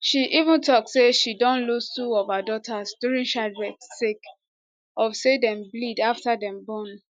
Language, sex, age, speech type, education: Nigerian Pidgin, female, 15-29, spontaneous, tertiary